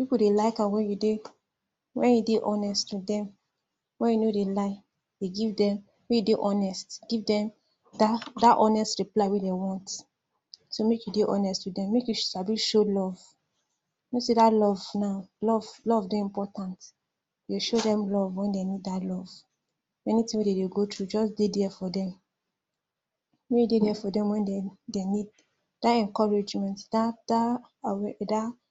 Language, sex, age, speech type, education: Nigerian Pidgin, female, 46-60, spontaneous, tertiary